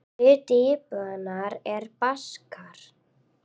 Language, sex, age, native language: Icelandic, female, 8, Icelandic